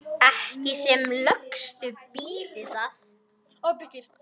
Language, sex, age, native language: Icelandic, male, 10, Icelandic